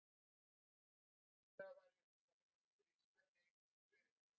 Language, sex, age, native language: Icelandic, female, 30-39, Icelandic